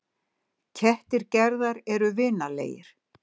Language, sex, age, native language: Icelandic, female, 60-69, Icelandic